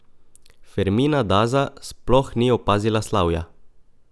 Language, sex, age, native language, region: Slovenian, male, 18-29, Slovenian, Coastal Karst region